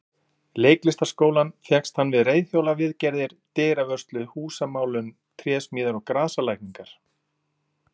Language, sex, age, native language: Icelandic, male, 40-49, Icelandic